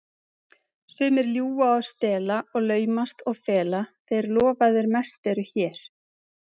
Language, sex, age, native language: Icelandic, female, 30-39, Icelandic